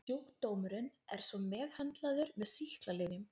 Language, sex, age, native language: Icelandic, female, 20-29, Icelandic